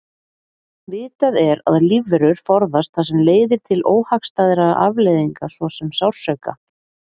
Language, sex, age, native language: Icelandic, female, 40-49, Icelandic